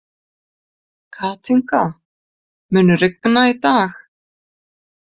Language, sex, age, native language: Icelandic, female, 50-59, Icelandic